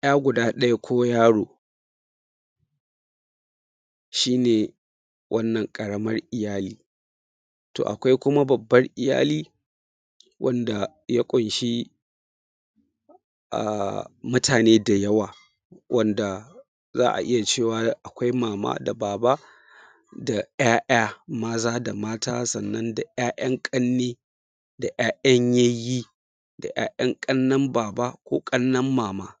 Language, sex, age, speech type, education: Hausa, male, 30-45, spontaneous, secondary